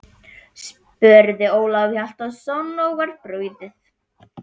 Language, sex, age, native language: Icelandic, female, 11, Icelandic